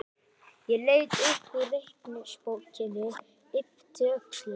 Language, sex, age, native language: Icelandic, other, 11, Icelandic